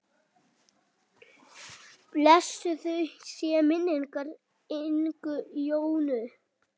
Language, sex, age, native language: Icelandic, female, 8, Icelandic